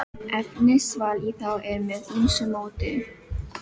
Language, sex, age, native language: Icelandic, female, 12, Filipino